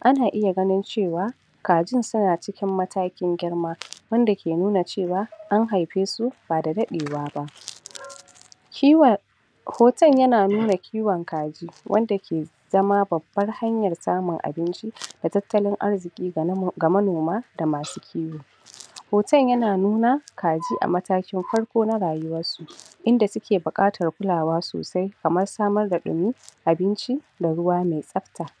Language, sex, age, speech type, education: Hausa, female, 46-60, spontaneous, tertiary